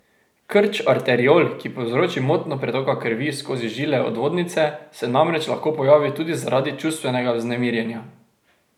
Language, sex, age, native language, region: Slovenian, male, 18-29, Slovenian, Drava region